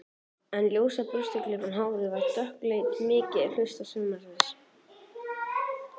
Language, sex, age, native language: Icelandic, male, 14, Icelandic